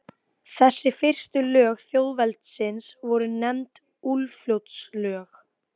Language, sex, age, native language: Icelandic, female, 18-19, Icelandic